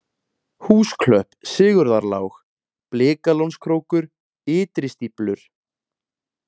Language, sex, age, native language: Icelandic, male, 20-29, Icelandic